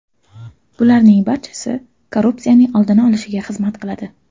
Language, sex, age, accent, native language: Uzbek, female, 12-17, Toshkent shahri, Uzbek